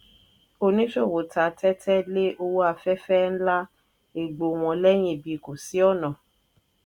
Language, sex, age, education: Yoruba, female, 30-45, tertiary